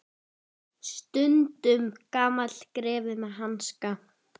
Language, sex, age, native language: Icelandic, female, 10, Icelandic